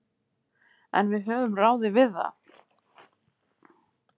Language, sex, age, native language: Icelandic, female, 50-59, Icelandic